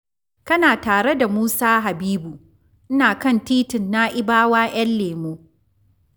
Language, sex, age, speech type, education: Hausa, female, 46-60, read, tertiary